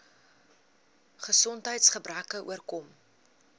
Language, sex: Afrikaans, female